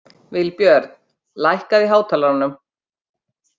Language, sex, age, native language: Icelandic, female, 50-59, Icelandic